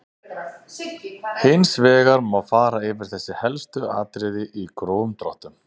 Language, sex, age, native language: Icelandic, male, 30-39, Icelandic